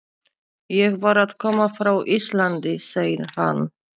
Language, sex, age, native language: Icelandic, female, 30-39, Polish